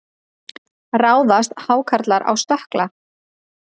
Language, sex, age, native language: Icelandic, female, 30-39, Icelandic